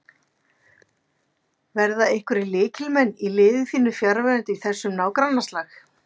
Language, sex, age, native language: Icelandic, female, 50-59, Icelandic